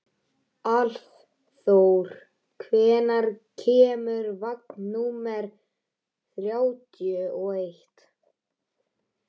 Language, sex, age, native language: Icelandic, male, 13, Icelandic